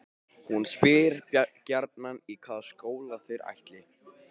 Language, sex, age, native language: Icelandic, male, 15, Icelandic